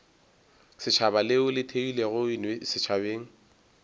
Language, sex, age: Northern Sotho, male, 22